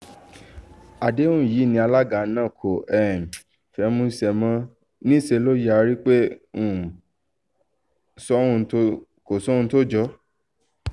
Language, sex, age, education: Yoruba, male, 15-29, tertiary